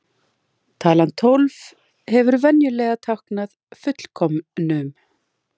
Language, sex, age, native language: Icelandic, female, 40-49, Icelandic